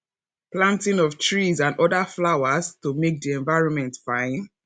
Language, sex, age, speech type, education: Nigerian Pidgin, female, 15-29, spontaneous, tertiary